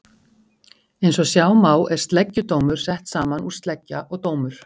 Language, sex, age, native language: Icelandic, female, 50-59, Icelandic